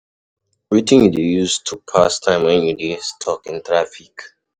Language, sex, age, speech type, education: Nigerian Pidgin, male, 15-29, spontaneous, tertiary